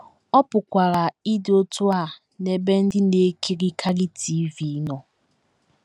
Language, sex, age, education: Igbo, female, 15-29, tertiary